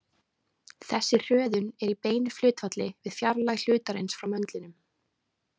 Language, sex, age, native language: Icelandic, female, 20-29, Icelandic